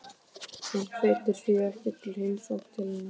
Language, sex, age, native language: Icelandic, male, 12, Icelandic